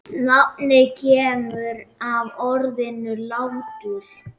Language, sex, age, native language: Icelandic, male, 9, Icelandic